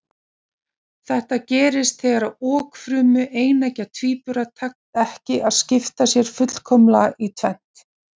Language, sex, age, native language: Icelandic, female, 40-49, Icelandic